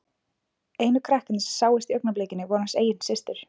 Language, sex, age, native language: Icelandic, female, 20-29, Icelandic